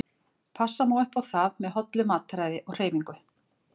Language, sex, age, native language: Icelandic, female, 40-49, Icelandic